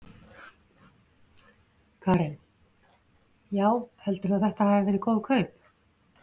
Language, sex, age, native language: Icelandic, female, 50-59, Icelandic